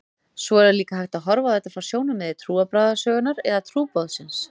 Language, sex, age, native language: Icelandic, female, 30-39, Icelandic